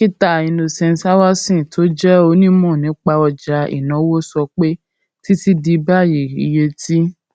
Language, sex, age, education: Yoruba, female, 15-29, secondary